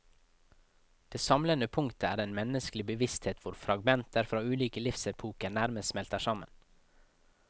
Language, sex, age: Norwegian, male, 24